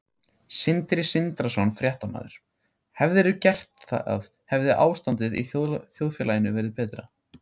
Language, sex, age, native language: Icelandic, male, 16, Icelandic